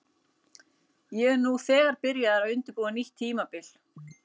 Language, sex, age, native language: Icelandic, female, 40-49, Icelandic